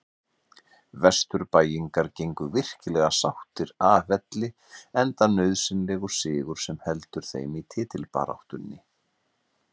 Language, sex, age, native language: Icelandic, male, 50-59, Icelandic